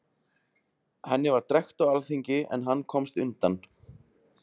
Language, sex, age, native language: Icelandic, male, 20-29, Icelandic